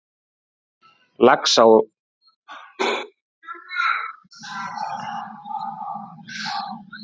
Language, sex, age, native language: Icelandic, male, 20-29, Icelandic